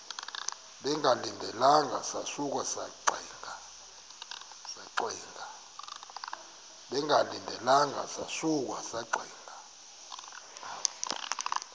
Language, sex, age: Xhosa, male, 23